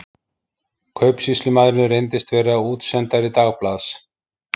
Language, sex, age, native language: Icelandic, male, 50-59, Icelandic